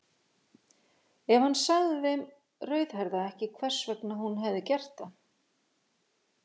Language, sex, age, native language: Icelandic, female, 50-59, Icelandic